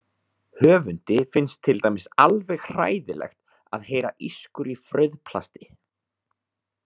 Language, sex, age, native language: Icelandic, male, 30-39, Icelandic